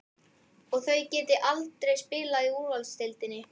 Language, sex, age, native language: Icelandic, male, 12, Icelandic